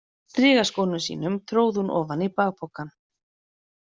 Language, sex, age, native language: Icelandic, female, 40-49, Icelandic